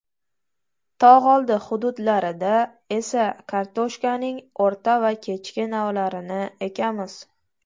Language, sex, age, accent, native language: Uzbek, female, 18-24, Toshkent viloyati, Uzbek